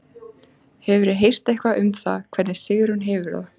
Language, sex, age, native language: Icelandic, female, 14, Icelandic